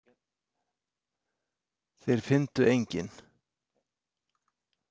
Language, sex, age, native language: Icelandic, male, 70-79, Icelandic